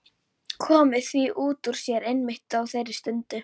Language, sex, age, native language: Icelandic, female, 11, Icelandic